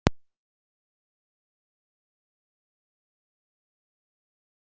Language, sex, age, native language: Icelandic, female, 40-49, Icelandic